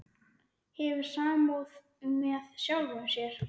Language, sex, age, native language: Icelandic, male, 9, Icelandic